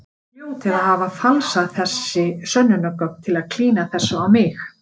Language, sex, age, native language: Icelandic, female, 50-59, Icelandic